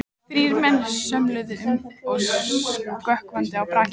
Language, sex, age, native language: Icelandic, female, 14, Icelandic